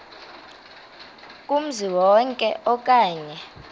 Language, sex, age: Xhosa, female, 32